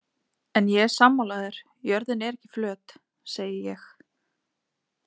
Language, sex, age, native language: Icelandic, female, 20-29, Icelandic